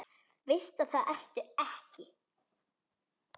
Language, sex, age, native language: Icelandic, female, 10, Icelandic